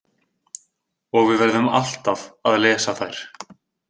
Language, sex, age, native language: Icelandic, male, 20-29, Icelandic